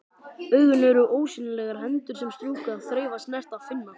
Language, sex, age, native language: Icelandic, male, 12, Icelandic